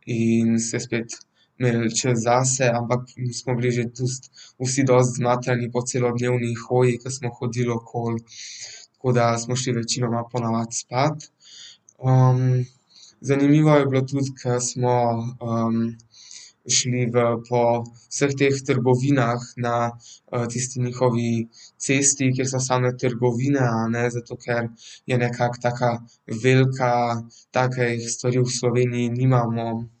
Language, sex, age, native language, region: Slovenian, male, 12-17, Slovenian, Central Slovenia